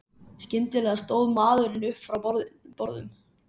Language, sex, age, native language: Icelandic, male, 11, Icelandic